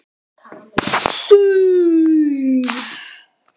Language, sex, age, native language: Icelandic, male, 12, Icelandic